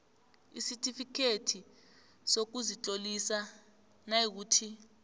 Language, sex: South Ndebele, female